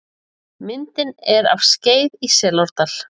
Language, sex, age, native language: Icelandic, female, 40-49, Icelandic